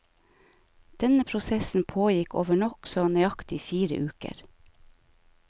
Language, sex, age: Norwegian, female, 49